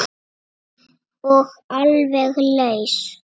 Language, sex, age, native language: Icelandic, female, 8, Icelandic